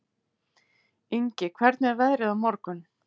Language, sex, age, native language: Icelandic, female, 50-59, Icelandic